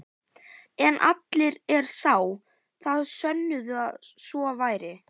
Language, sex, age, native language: Icelandic, female, 11, Icelandic